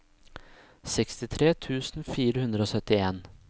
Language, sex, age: Norwegian, male, 26